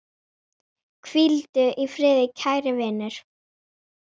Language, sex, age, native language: Icelandic, female, 9, Icelandic